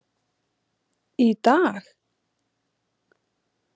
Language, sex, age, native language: Icelandic, female, 30-39, Icelandic